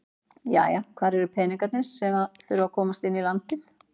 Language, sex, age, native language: Icelandic, female, 40-49, Icelandic